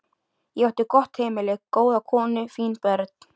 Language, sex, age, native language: Icelandic, female, 13, Icelandic